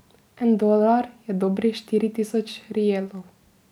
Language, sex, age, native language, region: Slovenian, female, 18-29, Slovenian, Drava region